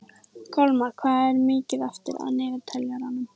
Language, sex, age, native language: Icelandic, female, 14, Icelandic